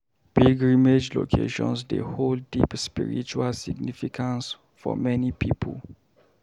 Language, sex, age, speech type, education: Nigerian Pidgin, male, 30-45, read, primary